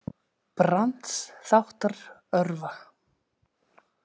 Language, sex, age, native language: Icelandic, female, 40-49, Icelandic